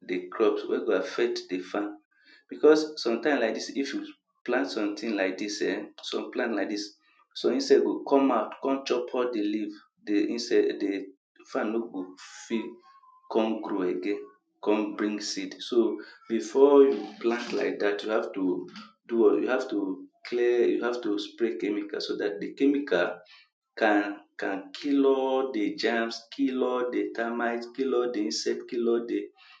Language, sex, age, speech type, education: Nigerian Pidgin, male, 30-45, spontaneous, tertiary